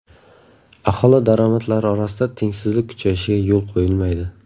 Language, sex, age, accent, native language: Uzbek, male, 18-24, Surxondaryo, Uzbek